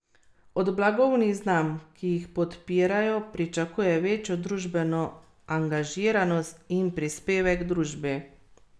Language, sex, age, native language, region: Slovenian, female, 30-49, Slovenian, Carinthia region